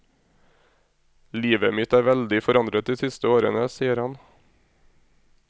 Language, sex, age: Norwegian, male, 26